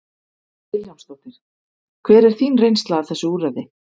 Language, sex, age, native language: Icelandic, female, 50-59, Icelandic